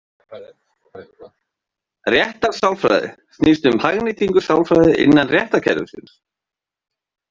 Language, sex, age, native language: Icelandic, male, 30-39, Icelandic